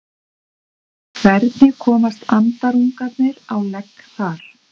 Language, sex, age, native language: Icelandic, female, 50-59, Icelandic